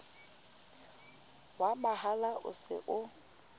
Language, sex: Southern Sotho, female